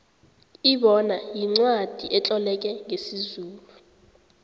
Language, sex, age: South Ndebele, female, 18